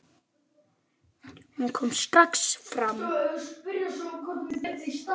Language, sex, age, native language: Icelandic, male, 8, Icelandic